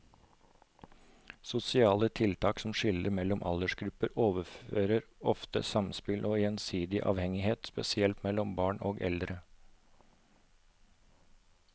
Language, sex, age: Norwegian, male, 36